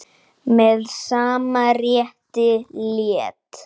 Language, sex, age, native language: Icelandic, male, 9, Icelandic